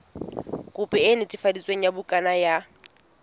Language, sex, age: Southern Sotho, female, 19